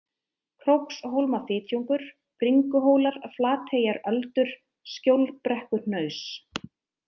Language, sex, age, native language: Icelandic, female, 30-39, Icelandic